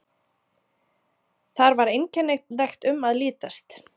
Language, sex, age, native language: Icelandic, female, 30-39, Icelandic